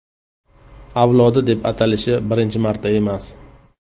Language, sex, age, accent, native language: Uzbek, male, 35+, Qashqadaryo, Uzbek